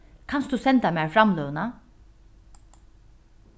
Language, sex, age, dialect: Faroese, female, 36-60, Norðuroyggjar